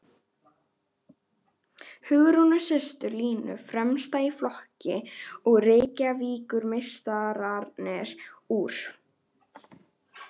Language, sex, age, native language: Icelandic, female, 11, Icelandic